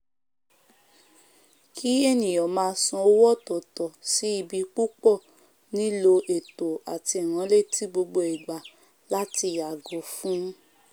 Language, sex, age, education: Yoruba, female, 15-29, tertiary